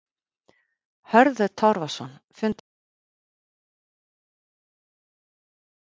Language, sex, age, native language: Icelandic, female, 50-59, Icelandic